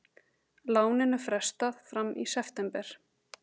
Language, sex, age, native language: Icelandic, female, 30-39, Icelandic